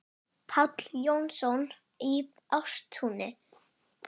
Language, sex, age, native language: Icelandic, female, 8, Icelandic